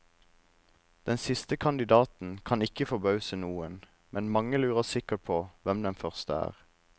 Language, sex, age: Norwegian, male, 26